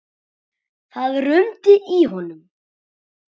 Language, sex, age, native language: Icelandic, male, 9, Icelandic